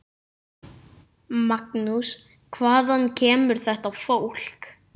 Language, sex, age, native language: Icelandic, male, 9, Icelandic